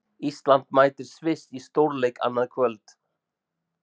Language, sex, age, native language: Icelandic, male, 40-49, Icelandic